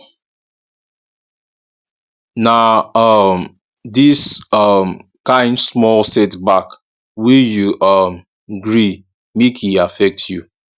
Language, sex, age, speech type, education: Nigerian Pidgin, male, 15-29, spontaneous, tertiary